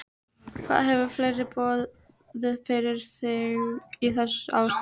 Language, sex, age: Icelandic, female, 12